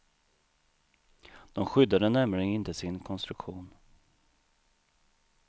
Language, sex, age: Swedish, male, 39